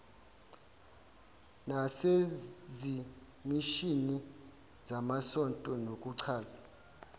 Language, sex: Zulu, male